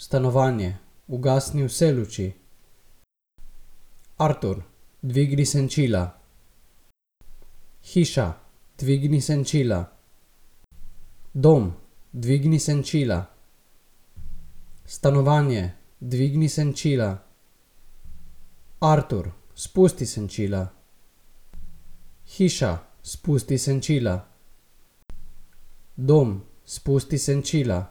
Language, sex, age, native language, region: Slovenian, male, 18-29, Slovenian, Gorica region